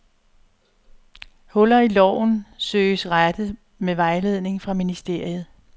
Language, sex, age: Danish, female, 62